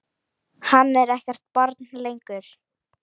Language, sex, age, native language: Icelandic, female, 10, Icelandic